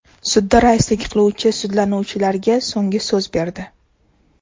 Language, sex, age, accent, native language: Uzbek, female, 18-24, Toshkent shahri, Uzbek